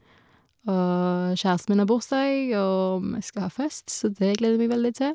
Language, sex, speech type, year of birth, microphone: Norwegian, female, spontaneous, 1990, Shure